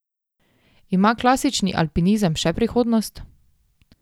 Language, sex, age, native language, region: Slovenian, female, 18-29, Slovenian, Drava region